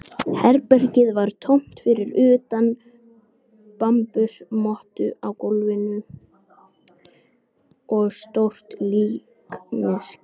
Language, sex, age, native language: Icelandic, female, 18-19, Icelandic